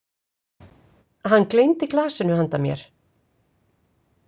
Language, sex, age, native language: Icelandic, female, 50-59, Icelandic